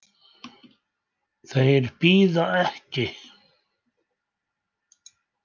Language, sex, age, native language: Icelandic, male, 80-89, Icelandic